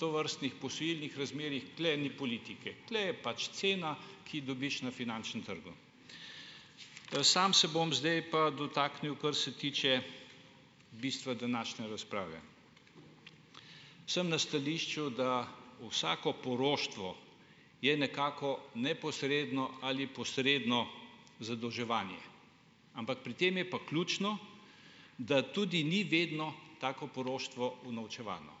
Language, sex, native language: Slovenian, male, Slovenian